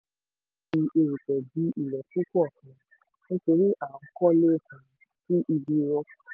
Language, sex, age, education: Yoruba, female, 15-29, tertiary